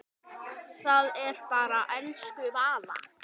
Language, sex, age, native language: Icelandic, male, 10, Icelandic